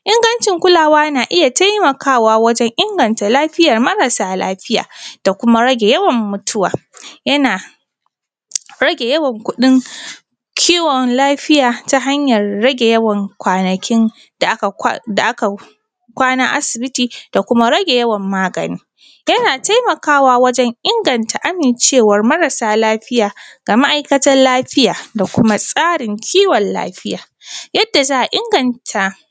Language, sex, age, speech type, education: Hausa, female, 15-29, spontaneous, primary